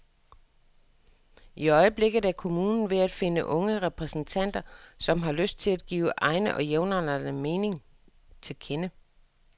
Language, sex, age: Danish, female, 61